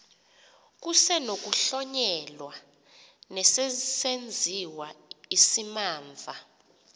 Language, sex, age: Xhosa, female, 28